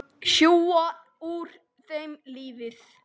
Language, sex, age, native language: Icelandic, male, 10, Icelandic